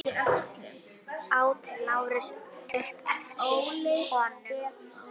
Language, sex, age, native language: Icelandic, female, 10, Icelandic